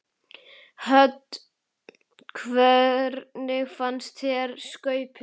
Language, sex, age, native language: Icelandic, female, 8, Icelandic